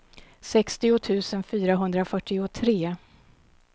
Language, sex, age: Swedish, female, 52